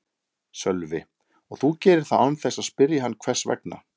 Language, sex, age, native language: Icelandic, male, 30-39, Icelandic